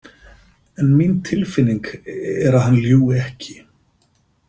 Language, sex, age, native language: Icelandic, male, 50-59, Icelandic